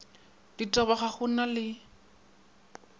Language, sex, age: Northern Sotho, male, 22